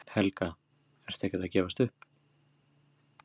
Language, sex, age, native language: Icelandic, male, 18-19, Icelandic